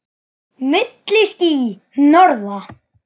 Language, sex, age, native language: Icelandic, female, 9, Icelandic